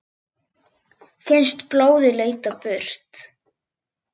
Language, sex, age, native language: Icelandic, female, 8, Icelandic